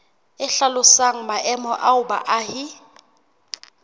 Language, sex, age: Southern Sotho, female, 21